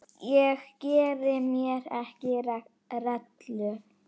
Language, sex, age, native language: Icelandic, female, 9, Icelandic